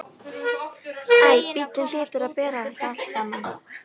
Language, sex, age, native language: Icelandic, female, 13, Icelandic